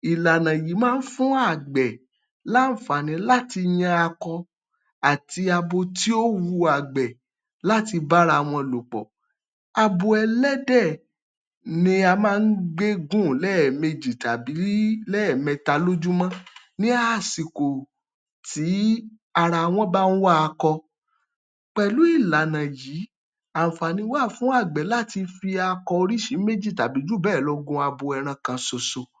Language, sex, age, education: Yoruba, male, 30-45, tertiary